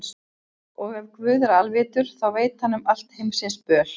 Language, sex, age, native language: Icelandic, female, 50-59, Icelandic